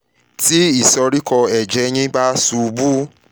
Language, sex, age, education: Yoruba, male, 30-45, tertiary